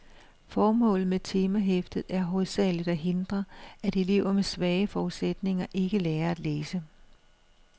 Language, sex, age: Danish, female, 56